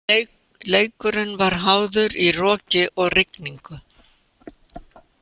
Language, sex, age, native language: Icelandic, female, 80-89, Icelandic